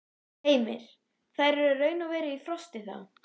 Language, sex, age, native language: Icelandic, female, 11, Icelandic